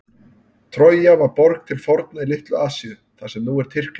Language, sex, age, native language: Icelandic, male, 30-39, Icelandic